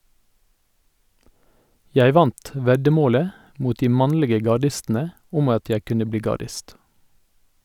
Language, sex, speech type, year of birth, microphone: Norwegian, male, read, 1961, Sennheiser